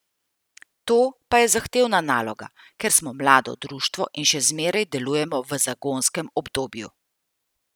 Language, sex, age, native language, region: Slovenian, female, 50-59, Slovenian, Central Slovenia